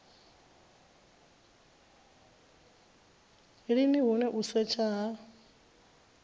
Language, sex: Venda, female